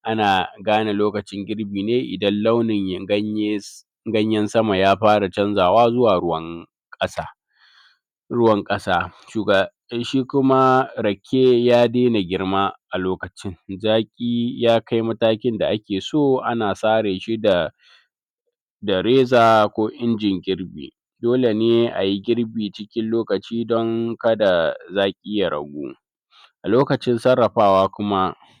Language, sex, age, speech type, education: Hausa, male, 30-45, spontaneous, tertiary